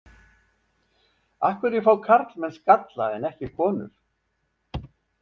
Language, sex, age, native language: Icelandic, male, 70-79, Icelandic